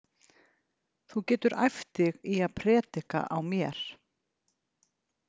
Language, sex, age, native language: Icelandic, female, 50-59, Icelandic